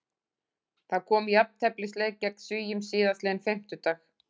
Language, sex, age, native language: Icelandic, female, 40-49, Icelandic